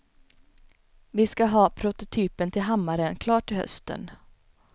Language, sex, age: Swedish, female, 29